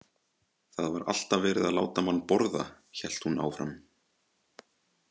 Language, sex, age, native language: Icelandic, male, 20-29, Icelandic